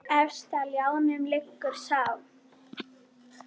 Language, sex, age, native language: Icelandic, female, 9, Icelandic